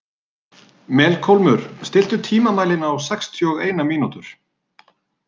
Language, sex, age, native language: Icelandic, male, 30-39, Icelandic